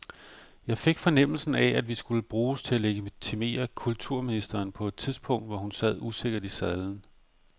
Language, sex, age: Danish, male, 45